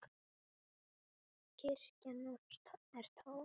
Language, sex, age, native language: Icelandic, female, 8, Icelandic